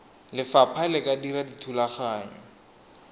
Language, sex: Tswana, male